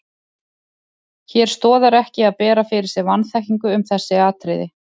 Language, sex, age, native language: Icelandic, male, 30-39, Icelandic